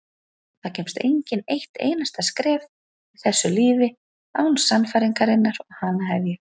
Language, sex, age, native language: Icelandic, female, 40-49, Icelandic